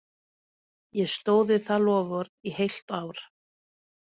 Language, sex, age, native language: Icelandic, female, 30-39, Norwegian